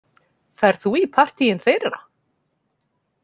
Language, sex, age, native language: Icelandic, female, 40-49, Icelandic